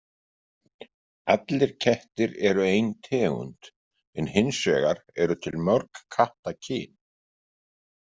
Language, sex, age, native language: Icelandic, male, 50-59, Icelandic